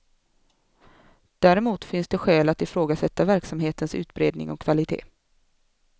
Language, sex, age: Swedish, female, 24